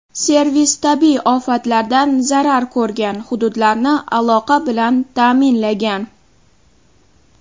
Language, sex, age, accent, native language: Uzbek, female, 18-24, Toshkent shahri, Uzbek